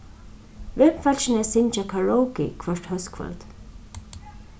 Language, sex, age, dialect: Faroese, female, 36-60, Suðurstreymoy